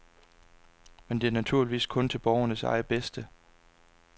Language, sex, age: Danish, male, 26